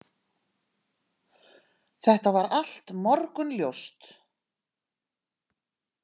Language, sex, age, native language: Icelandic, female, 60-69, Icelandic